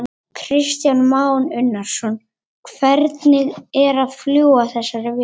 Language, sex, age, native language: Icelandic, female, 18-19, Icelandic